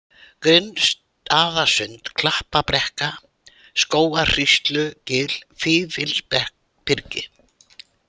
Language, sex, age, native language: Icelandic, female, 80-89, Icelandic